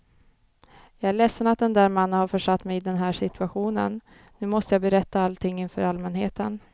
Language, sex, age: Swedish, female, 29